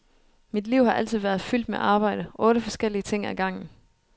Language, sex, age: Danish, female, 29